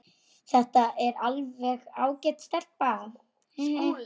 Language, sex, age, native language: Icelandic, female, 9, Icelandic